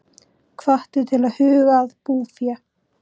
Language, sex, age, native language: Icelandic, female, 18-19, Icelandic